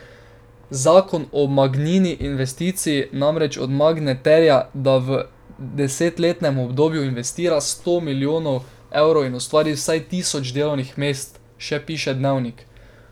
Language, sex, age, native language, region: Slovenian, male, 12-17, Slovenian, Drava region